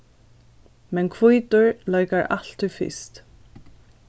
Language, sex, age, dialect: Faroese, female, 15-35, Norðurstreymoy/Eysturoy